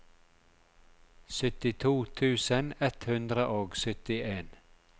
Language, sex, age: Norwegian, male, 42